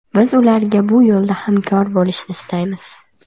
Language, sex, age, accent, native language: Uzbek, female, under 19, Andijon, Uzbek